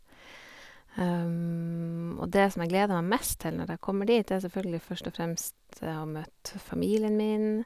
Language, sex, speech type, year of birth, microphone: Norwegian, female, spontaneous, 1978, Sennheiser